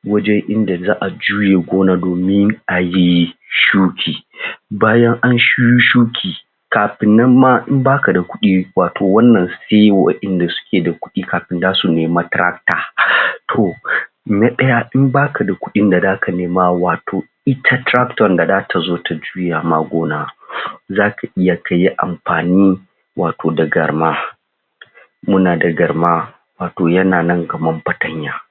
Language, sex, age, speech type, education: Hausa, male, 30-45, spontaneous, tertiary